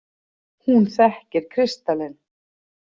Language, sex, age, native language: Icelandic, female, 40-49, Icelandic